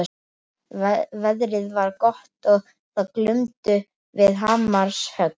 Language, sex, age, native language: Icelandic, male, 12, Icelandic